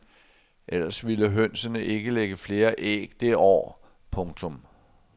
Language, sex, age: Danish, male, 60